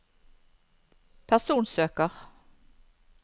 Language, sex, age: Norwegian, female, 54